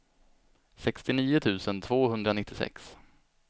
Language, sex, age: Swedish, male, 25